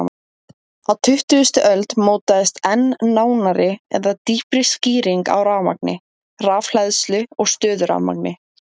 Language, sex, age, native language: Icelandic, female, 17, Icelandic